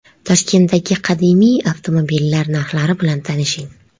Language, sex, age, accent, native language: Uzbek, female, 25-34, Qashqadaryo, Uzbek